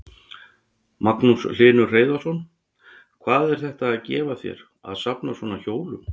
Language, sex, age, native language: Icelandic, male, 60-69, Icelandic